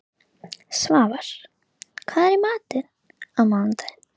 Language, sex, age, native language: Icelandic, female, 11, Icelandic